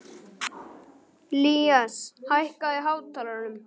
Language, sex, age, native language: Icelandic, male, 12, Icelandic